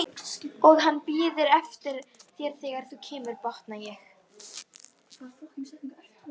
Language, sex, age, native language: Icelandic, female, 12, Icelandic